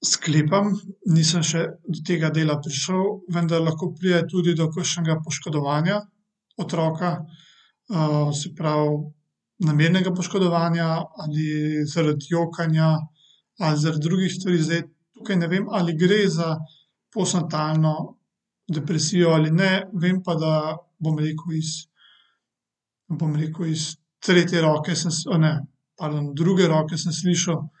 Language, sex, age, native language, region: Slovenian, male, 18-29, Slovenian, Central Slovenia